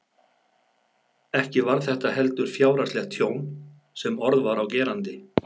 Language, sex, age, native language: Icelandic, male, 50-59, Icelandic